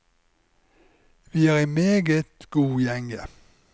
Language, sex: Norwegian, male